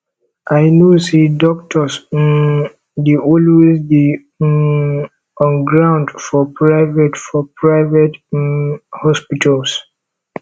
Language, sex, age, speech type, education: Nigerian Pidgin, male, 15-29, spontaneous, tertiary